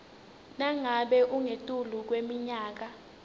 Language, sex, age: Swati, female, 19